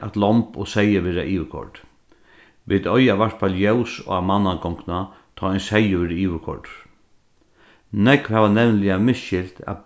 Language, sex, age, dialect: Faroese, male, 36-60, Norðurstreymoy/Eysturoy